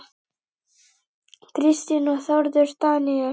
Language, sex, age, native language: Icelandic, male, 8, Icelandic